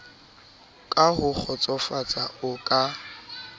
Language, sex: Southern Sotho, male